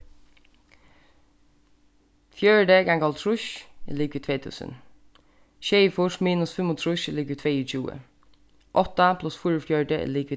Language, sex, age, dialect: Faroese, female, 15-35, Suðurstreymoy